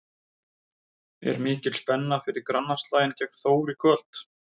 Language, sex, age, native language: Icelandic, male, 30-39, Icelandic